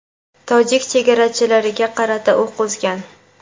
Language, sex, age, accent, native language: Uzbek, female, 18-24, Toshkent viloyati, Uzbek